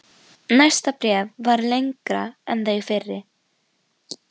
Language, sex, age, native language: Icelandic, female, 12, Icelandic